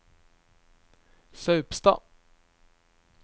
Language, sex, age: Norwegian, male, 23